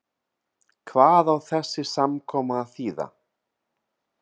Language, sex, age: Icelandic, male, 30-39